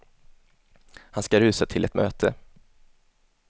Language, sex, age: Swedish, male, 27